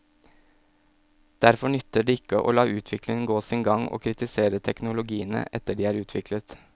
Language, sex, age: Norwegian, male, 27